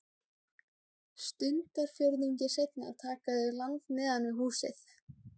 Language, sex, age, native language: Icelandic, female, 17, Icelandic